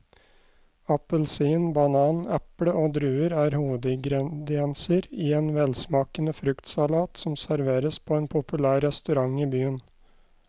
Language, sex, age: Norwegian, male, 29